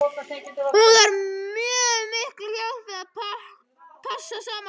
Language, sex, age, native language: Icelandic, male, 12, Icelandic